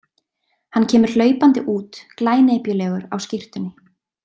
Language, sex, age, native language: Icelandic, female, 20-29, Icelandic